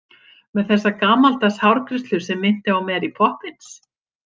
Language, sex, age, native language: Icelandic, female, 50-59, Icelandic